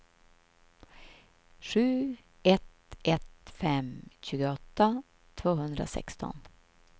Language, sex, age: Swedish, female, 53